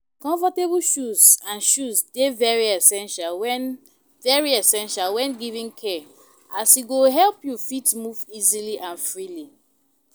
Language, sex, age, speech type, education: Nigerian Pidgin, female, 15-29, spontaneous, tertiary